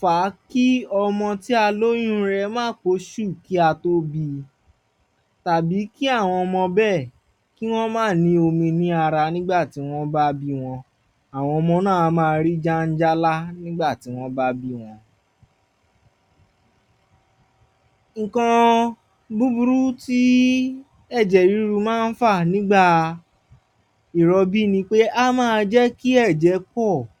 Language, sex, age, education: Yoruba, male, 15-29, tertiary